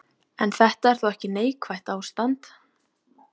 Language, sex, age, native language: Icelandic, female, 18-19, Icelandic